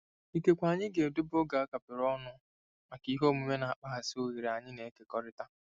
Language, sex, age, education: Igbo, male, 15-29, secondary